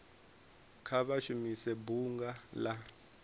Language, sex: Venda, male